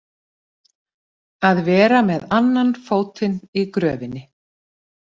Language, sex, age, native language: Icelandic, female, 50-59, Icelandic